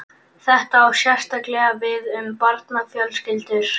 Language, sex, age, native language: Icelandic, male, 11, Icelandic